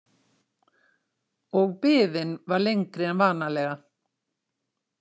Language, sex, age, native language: Icelandic, female, 60-69, Icelandic